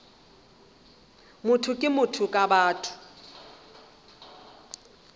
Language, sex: Northern Sotho, female